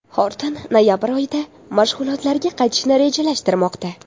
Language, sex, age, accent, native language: Uzbek, female, 12-17, Toshkent shahri, Uzbek